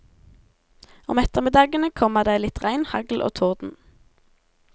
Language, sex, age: Norwegian, female, 17